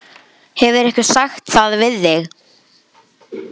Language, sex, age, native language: Icelandic, male, 11, Icelandic